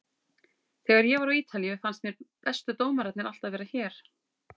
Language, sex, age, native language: Icelandic, female, 40-49, Icelandic